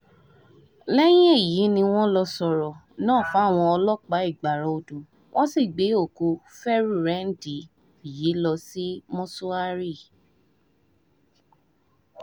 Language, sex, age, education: Yoruba, female, 15-29, tertiary